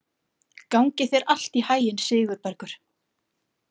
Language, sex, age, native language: Icelandic, female, 40-49, Icelandic